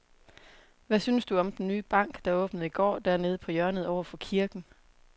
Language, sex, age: Danish, female, 27